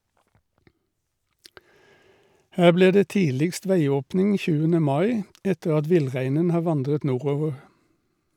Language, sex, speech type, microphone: Norwegian, male, read, Shure